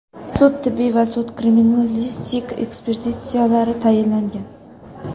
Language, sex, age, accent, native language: Uzbek, female, under 19, Samarqand, Uzbek